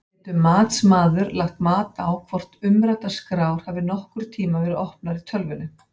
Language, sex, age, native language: Icelandic, female, 50-59, Icelandic